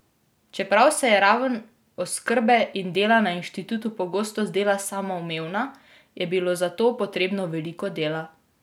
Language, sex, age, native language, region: Slovenian, female, 18-29, Slovenian, Drava region